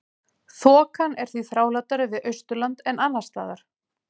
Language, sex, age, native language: Icelandic, female, 30-39, Icelandic